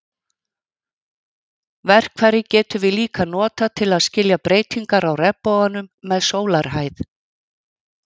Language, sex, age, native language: Icelandic, female, 50-59, Icelandic